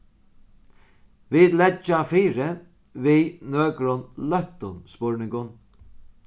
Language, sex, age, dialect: Faroese, male, 36-60, Sandoy